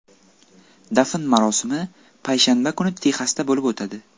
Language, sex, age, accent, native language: Uzbek, male, 18-24, Buxoro, Uzbek